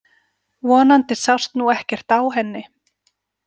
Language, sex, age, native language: Icelandic, female, 40-49, Icelandic